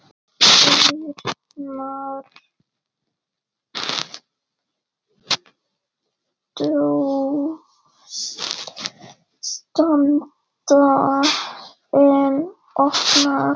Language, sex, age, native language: Icelandic, female, 8, Icelandic